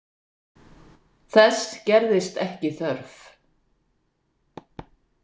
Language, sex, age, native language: Icelandic, female, 60-69, Icelandic